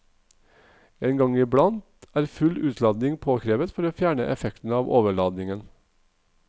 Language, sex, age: Norwegian, male, 45